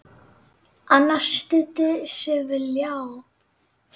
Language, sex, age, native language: Icelandic, female, 9, Icelandic